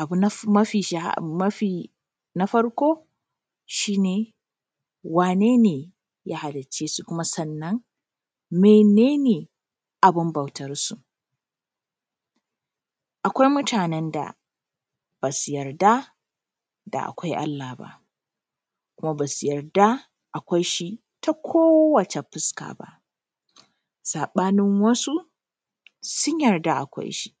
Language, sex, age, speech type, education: Hausa, female, 15-29, spontaneous, primary